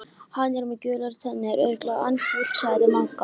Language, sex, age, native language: Icelandic, female, 13, Icelandic